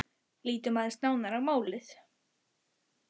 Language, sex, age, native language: Icelandic, male, 8, Icelandic